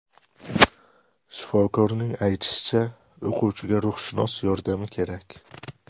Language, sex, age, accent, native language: Uzbek, male, 18-24, Samarqand, Uzbek